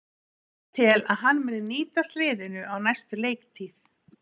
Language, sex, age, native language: Icelandic, female, 50-59, Icelandic